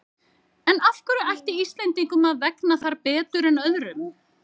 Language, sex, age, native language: Icelandic, female, 30-39, Icelandic